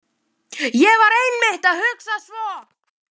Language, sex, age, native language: Icelandic, male, 11, Icelandic